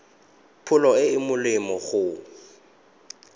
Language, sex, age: Tswana, male, 22